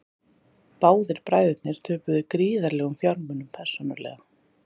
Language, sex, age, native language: Icelandic, female, 30-39, Icelandic